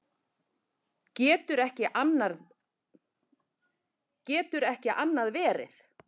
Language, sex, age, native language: Icelandic, male, 10, Icelandic